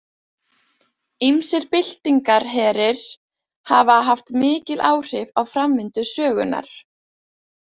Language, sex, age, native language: Icelandic, female, 20-29, Icelandic